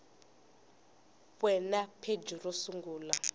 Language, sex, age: Tsonga, female, 20